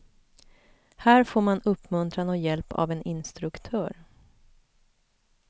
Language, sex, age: Swedish, female, 41